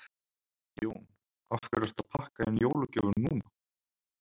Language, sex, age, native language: Icelandic, male, 20-29, Icelandic